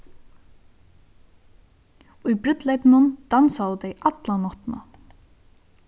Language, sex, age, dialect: Faroese, female, 15-35, Suðurstreymoy